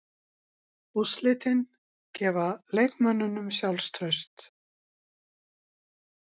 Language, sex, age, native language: Icelandic, female, 60-69, Icelandic